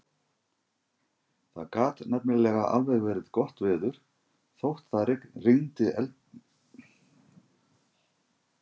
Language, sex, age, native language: Icelandic, male, 50-59, Icelandic